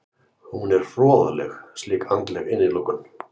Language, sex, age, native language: Icelandic, male, 50-59, Icelandic